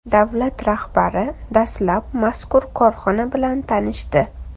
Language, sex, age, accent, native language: Uzbek, female, 25-34, Toshkent shahri, Uzbek